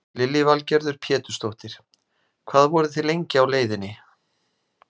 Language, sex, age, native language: Icelandic, male, 40-49, Icelandic